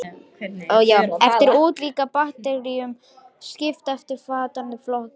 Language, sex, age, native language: Icelandic, female, 18-19, Lithuanian